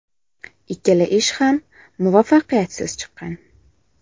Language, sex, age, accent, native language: Uzbek, female, 18-24, Samarqand, Uzbek